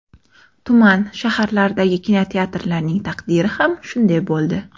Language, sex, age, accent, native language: Uzbek, female, 18-24, Toshkent shahri, Uzbek